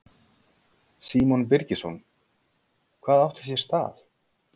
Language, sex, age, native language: Icelandic, male, 40-49, Icelandic